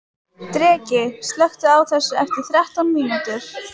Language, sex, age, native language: Icelandic, female, 18-19, Icelandic